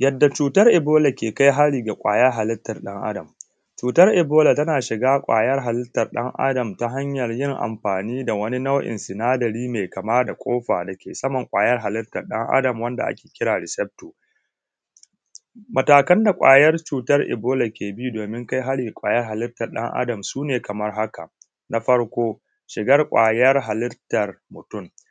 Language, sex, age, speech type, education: Hausa, male, 15-29, spontaneous, tertiary